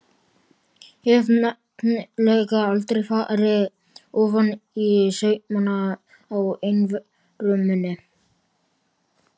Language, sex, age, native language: Icelandic, male, 12, Icelandic